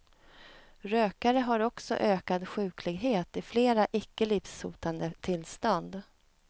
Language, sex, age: Swedish, female, 37